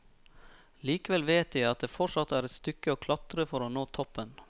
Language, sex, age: Norwegian, male, 34